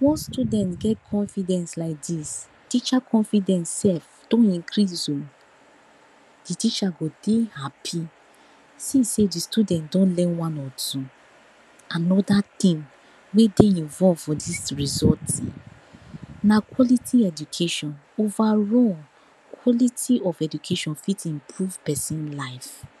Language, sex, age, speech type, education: Nigerian Pidgin, female, 46-60, spontaneous, tertiary